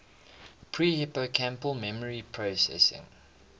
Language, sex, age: English, male, 21